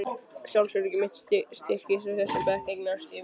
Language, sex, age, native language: Icelandic, male, 13, Icelandic